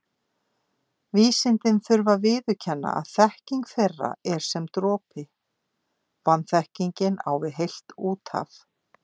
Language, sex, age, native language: Icelandic, female, 50-59, Icelandic